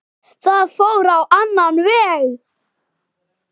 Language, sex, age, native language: Icelandic, male, 8, Icelandic